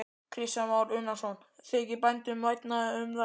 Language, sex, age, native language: Icelandic, male, 12, Icelandic